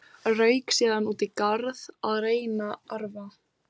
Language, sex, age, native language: Icelandic, female, 14, Icelandic